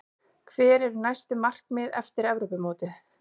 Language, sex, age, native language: Icelandic, female, 40-49, Icelandic